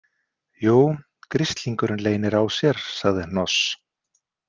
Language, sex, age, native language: Icelandic, male, 50-59, Icelandic